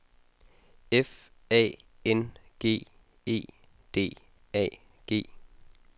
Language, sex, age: Danish, male, 22